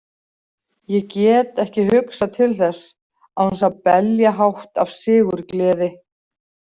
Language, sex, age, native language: Icelandic, female, 40-49, Icelandic